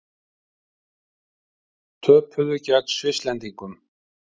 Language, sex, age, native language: Icelandic, male, 50-59, Icelandic